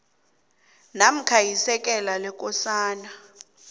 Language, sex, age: South Ndebele, female, 26